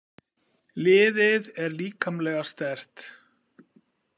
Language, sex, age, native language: Icelandic, male, 50-59, Icelandic